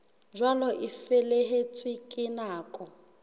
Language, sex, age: Southern Sotho, female, 21